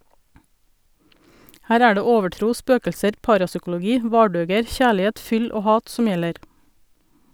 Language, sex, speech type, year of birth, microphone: Norwegian, female, read, 1972, Sennheiser